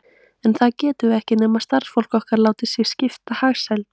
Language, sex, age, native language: Icelandic, female, 18-19, Icelandic